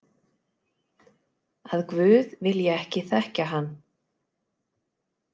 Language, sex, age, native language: Icelandic, female, 30-39, Icelandic